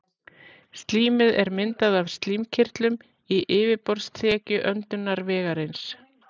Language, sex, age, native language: Icelandic, female, 40-49, Icelandic